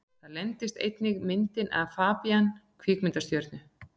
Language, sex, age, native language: Icelandic, female, 40-49, Icelandic